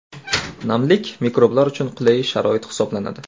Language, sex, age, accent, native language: Uzbek, male, 18-24, Navoiy, Uzbek